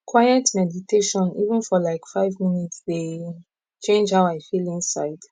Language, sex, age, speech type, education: Nigerian Pidgin, female, 15-29, spontaneous, tertiary